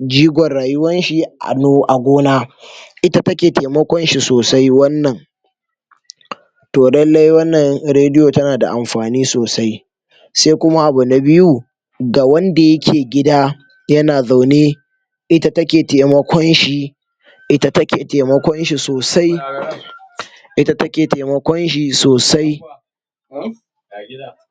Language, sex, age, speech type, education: Hausa, male, 46-60, spontaneous, tertiary